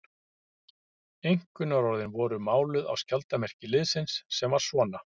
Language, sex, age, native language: Icelandic, male, 50-59, Icelandic